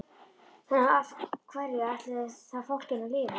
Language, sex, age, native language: Icelandic, female, 11, Icelandic